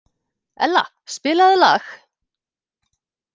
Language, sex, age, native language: Icelandic, female, 50-59, Icelandic